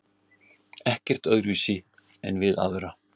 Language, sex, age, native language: Icelandic, male, 60-69, Icelandic